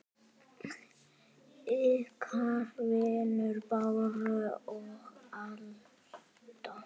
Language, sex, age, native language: Icelandic, male, 8, Icelandic